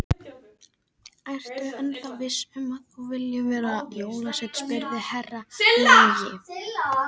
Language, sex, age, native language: Icelandic, female, 18-19, Icelandic